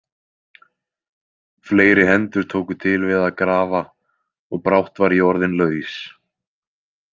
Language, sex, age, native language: Icelandic, male, 20-29, Icelandic